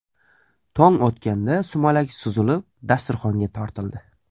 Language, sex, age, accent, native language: Uzbek, male, 18-24, Surxondaryo, Uzbek